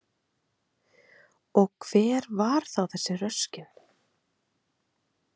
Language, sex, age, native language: Icelandic, female, 30-39, Icelandic